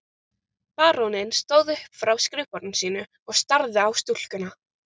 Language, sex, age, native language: Icelandic, other, 13, Icelandic